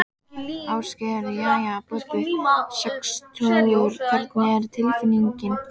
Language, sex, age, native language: Icelandic, female, 12, Icelandic